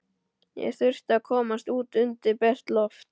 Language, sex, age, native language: Icelandic, male, 12, Icelandic